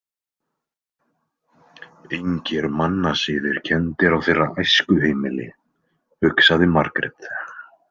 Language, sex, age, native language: Icelandic, male, 20-29, Icelandic